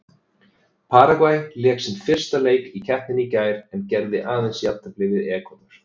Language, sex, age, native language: Icelandic, male, 30-39, Icelandic